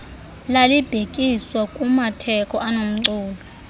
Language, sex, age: Xhosa, female, 23